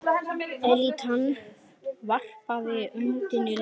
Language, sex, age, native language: Icelandic, female, 10, Icelandic